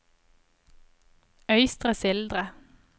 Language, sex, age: Norwegian, female, 25